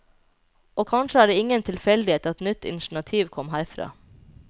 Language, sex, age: Norwegian, female, 29